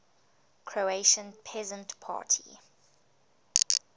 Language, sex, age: English, female, 20